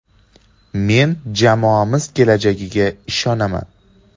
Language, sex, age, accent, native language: Uzbek, male, 18-24, Andijon, Uzbek